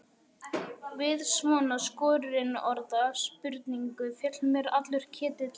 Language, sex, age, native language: Icelandic, male, 11, Icelandic